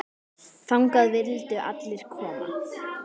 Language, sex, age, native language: Icelandic, female, 10, Icelandic